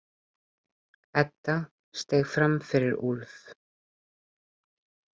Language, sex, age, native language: Icelandic, female, 30-39, Icelandic